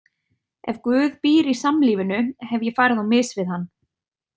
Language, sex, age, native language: Icelandic, female, 30-39, Icelandic